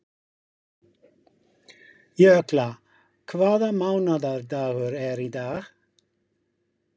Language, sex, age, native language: Icelandic, male, 50-59, English